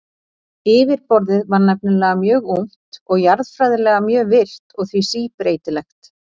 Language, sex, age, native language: Icelandic, female, 40-49, Icelandic